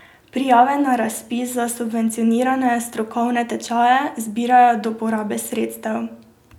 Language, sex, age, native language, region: Slovenian, female, 18-29, Slovenian, Drava region